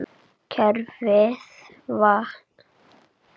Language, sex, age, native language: Icelandic, female, 8, Icelandic